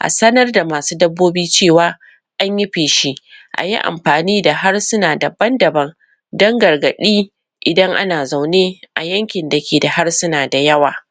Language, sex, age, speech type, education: Hausa, female, 30-45, spontaneous, secondary